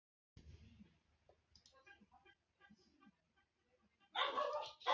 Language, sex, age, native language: Icelandic, female, 40-49, Icelandic